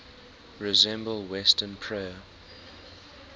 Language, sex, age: English, male, 19